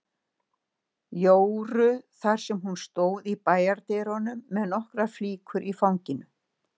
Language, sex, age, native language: Icelandic, female, 60-69, Icelandic